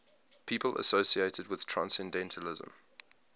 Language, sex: English, male